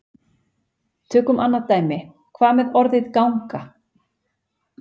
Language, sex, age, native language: Icelandic, female, 40-49, Icelandic